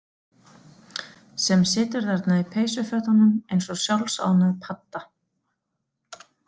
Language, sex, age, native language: Icelandic, female, 40-49, Icelandic